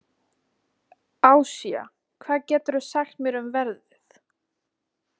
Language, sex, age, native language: Icelandic, female, 20-29, Icelandic